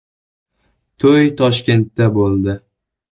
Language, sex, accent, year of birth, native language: Uzbek, male, Jizzax, 2004, Uzbek